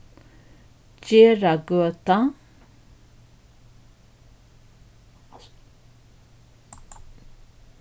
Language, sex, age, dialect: Faroese, female, 61+, Norðuroyggjar